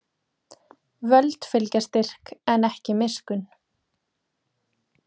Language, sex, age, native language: Icelandic, female, 20-29, Icelandic